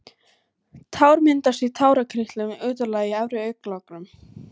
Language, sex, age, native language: Icelandic, female, 18-19, Icelandic